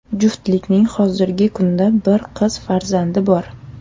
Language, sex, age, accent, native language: Uzbek, female, 18-24, Surxondaryo, Uzbek